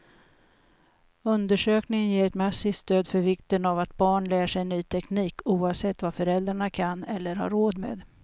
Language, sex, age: Swedish, female, 56